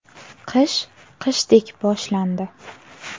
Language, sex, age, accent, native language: Uzbek, female, under 19, Navoiy, Uzbek